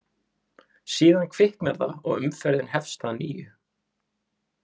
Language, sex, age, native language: Icelandic, male, 20-29, Icelandic